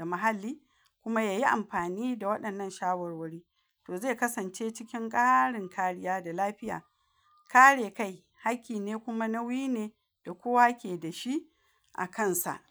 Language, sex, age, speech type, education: Hausa, female, 46-60, spontaneous, tertiary